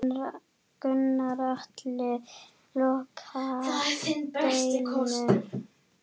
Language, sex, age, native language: Icelandic, female, 9, Icelandic